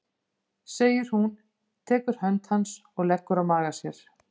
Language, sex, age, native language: Icelandic, female, 50-59, Icelandic